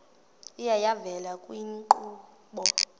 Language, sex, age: Xhosa, female, 21